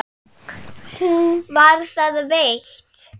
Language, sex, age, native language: Icelandic, female, 8, Icelandic